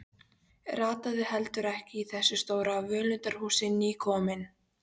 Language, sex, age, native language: Icelandic, female, 13, Polish